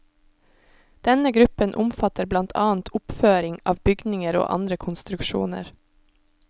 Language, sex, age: Norwegian, female, 26